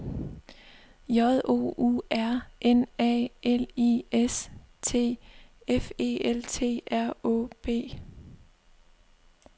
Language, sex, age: Danish, female, 25